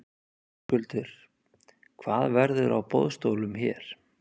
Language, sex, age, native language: Icelandic, male, 30-39, Icelandic